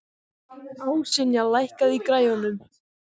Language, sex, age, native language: Icelandic, male, 14, Icelandic